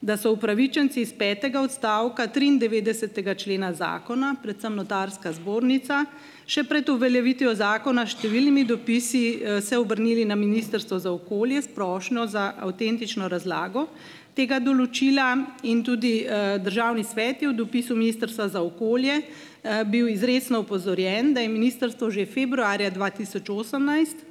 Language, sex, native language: Slovenian, female, Slovenian